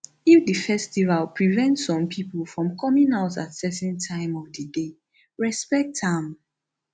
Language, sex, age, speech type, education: Nigerian Pidgin, female, 15-29, spontaneous, tertiary